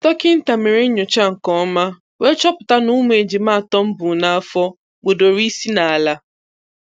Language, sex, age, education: Igbo, female, 15-29, tertiary